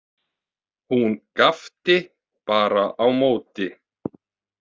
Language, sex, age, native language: Icelandic, male, 30-39, Icelandic